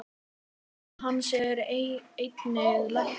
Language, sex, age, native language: Icelandic, male, 9, Icelandic